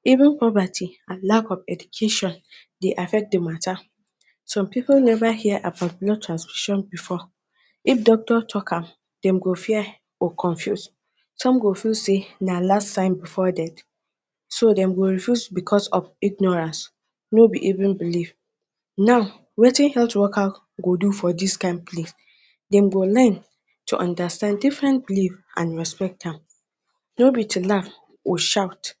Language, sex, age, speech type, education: Nigerian Pidgin, female, 30-45, spontaneous, tertiary